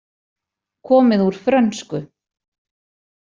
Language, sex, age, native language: Icelandic, female, 40-49, Icelandic